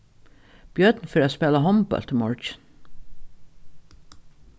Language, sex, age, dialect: Faroese, female, 36-60, Norðuroyggjar